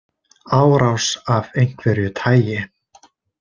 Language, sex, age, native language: Icelandic, male, 20-29, Icelandic